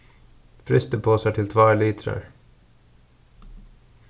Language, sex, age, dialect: Faroese, male, 36-60, Suðurstreymoy